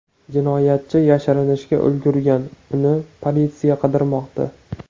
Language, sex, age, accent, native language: Uzbek, male, 18-24, Farg'ona, Uzbek